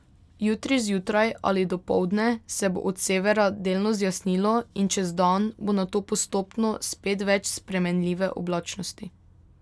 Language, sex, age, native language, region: Slovenian, female, 18-29, Slovenian, Drava region